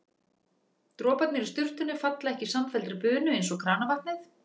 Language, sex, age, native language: Icelandic, female, 40-49, Icelandic